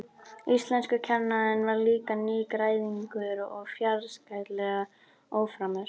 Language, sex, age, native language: Icelandic, female, 12, Icelandic